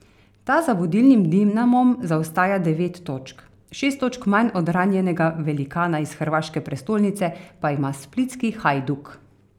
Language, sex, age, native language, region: Slovenian, female, 30-49, Slovenian, Carinthia region